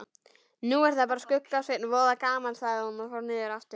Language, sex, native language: Icelandic, female, Icelandic